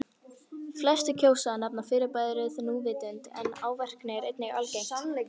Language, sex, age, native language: Icelandic, female, 18-19, Icelandic